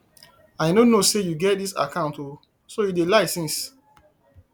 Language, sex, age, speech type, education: Nigerian Pidgin, male, 30-45, spontaneous, tertiary